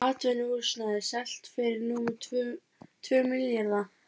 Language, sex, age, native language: Icelandic, female, 30-39, Icelandic